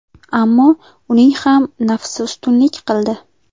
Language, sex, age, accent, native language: Uzbek, female, 18-24, Farg'ona, Uzbek